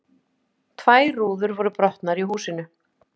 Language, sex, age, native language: Icelandic, female, 50-59, Icelandic